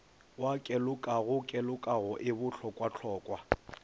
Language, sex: Northern Sotho, male